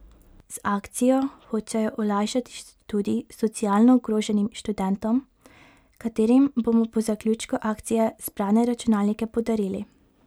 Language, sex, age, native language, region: Slovenian, female, 18-29, Slovenian, Pomurje region